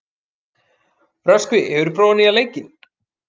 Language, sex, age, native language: Icelandic, male, 30-39, Icelandic